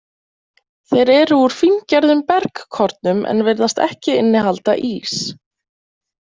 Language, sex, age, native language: Icelandic, female, 20-29, Icelandic